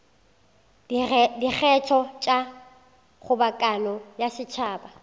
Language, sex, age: Northern Sotho, female, 19